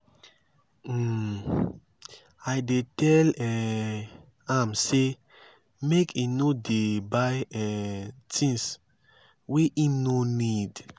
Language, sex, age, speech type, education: Nigerian Pidgin, male, 15-29, spontaneous, tertiary